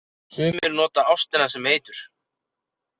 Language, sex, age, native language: Icelandic, male, 30-39, Icelandic